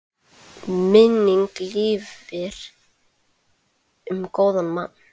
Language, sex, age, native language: Icelandic, male, 8, Icelandic